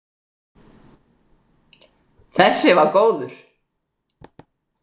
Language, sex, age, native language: Icelandic, female, 60-69, Icelandic